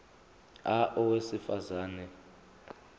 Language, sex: Zulu, male